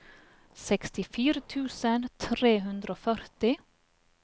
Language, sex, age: Norwegian, female, 44